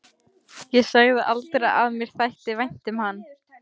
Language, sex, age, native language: Icelandic, female, 13, Icelandic